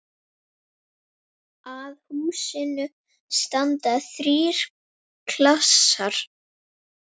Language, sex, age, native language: Icelandic, female, 7, Icelandic